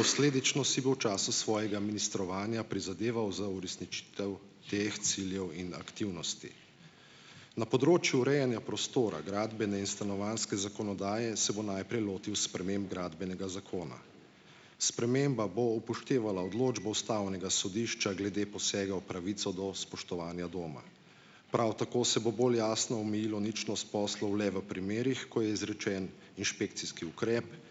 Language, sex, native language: Slovenian, male, Slovenian